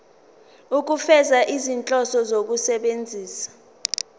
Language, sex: Zulu, female